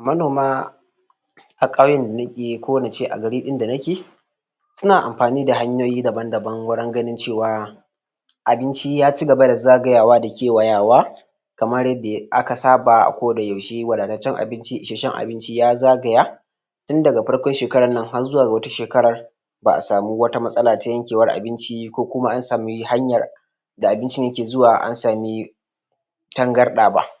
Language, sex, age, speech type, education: Hausa, male, 15-29, spontaneous, tertiary